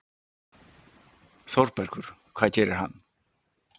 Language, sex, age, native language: Icelandic, male, 60-69, Icelandic